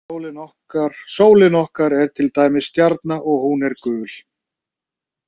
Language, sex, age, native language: Icelandic, male, 30-39, Icelandic